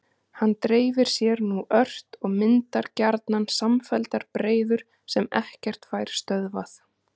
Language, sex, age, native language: Icelandic, female, 30-39, Icelandic